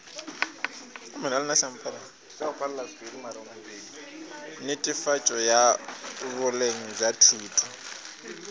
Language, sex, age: Northern Sotho, female, 22